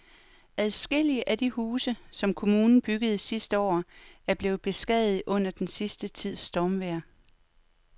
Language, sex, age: Danish, female, 43